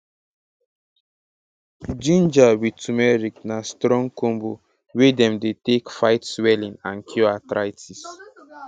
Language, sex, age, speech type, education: Nigerian Pidgin, male, 15-29, spontaneous, secondary